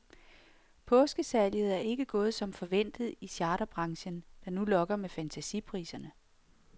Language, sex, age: Danish, female, 46